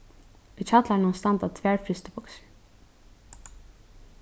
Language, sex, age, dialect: Faroese, female, 15-35, Norðurstreymoy/Eysturoy